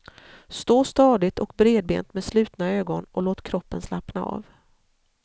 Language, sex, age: Swedish, female, 40